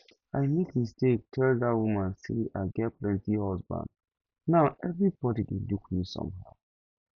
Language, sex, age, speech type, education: Nigerian Pidgin, male, 15-29, spontaneous, tertiary